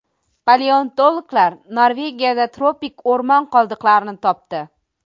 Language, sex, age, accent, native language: Uzbek, female, 25-34, Toshkent viloyati, Uzbek